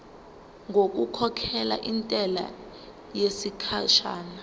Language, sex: Zulu, female